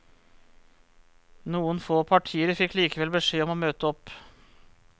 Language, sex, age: Norwegian, male, 34